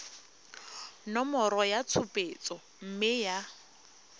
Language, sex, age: Tswana, female, 22